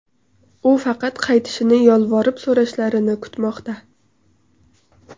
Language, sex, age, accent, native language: Uzbek, female, 18-24, Qoraqalpog'iston, Uzbek